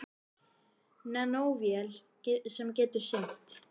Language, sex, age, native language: Icelandic, female, 18-19, Icelandic